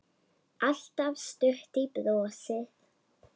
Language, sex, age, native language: Icelandic, female, 8, Icelandic